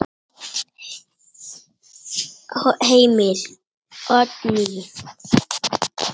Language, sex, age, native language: Icelandic, male, 8, Icelandic